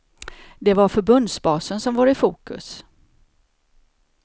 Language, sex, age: Swedish, female, 54